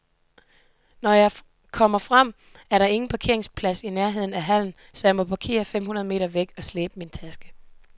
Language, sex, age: Danish, female, 18